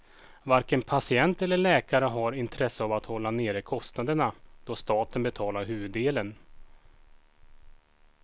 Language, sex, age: Swedish, male, 36